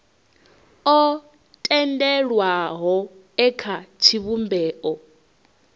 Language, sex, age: Venda, female, 21